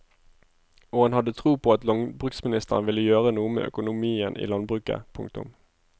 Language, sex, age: Norwegian, male, 25